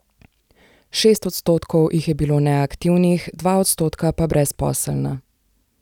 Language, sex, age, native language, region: Slovenian, female, 18-29, Slovenian, Zasavska region